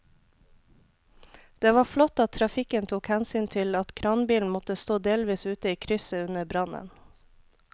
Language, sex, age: Norwegian, female, 26